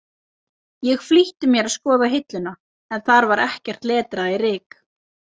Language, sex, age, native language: Icelandic, female, 30-39, Icelandic